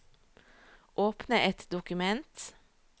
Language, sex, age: Norwegian, female, 38